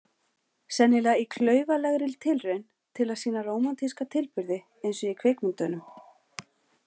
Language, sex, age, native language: Icelandic, female, 40-49, Icelandic